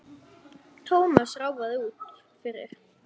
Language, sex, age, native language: Icelandic, male, 9, Icelandic